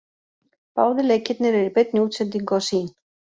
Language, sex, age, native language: Icelandic, female, 40-49, Icelandic